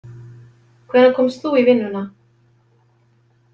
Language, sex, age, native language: Icelandic, female, 50-59, Icelandic